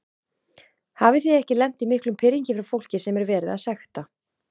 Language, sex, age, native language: Icelandic, female, 30-39, Icelandic